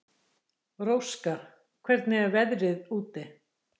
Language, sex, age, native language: Icelandic, female, 60-69, Icelandic